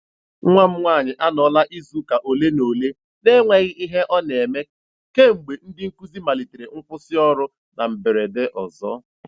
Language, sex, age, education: Igbo, male, 15-29, tertiary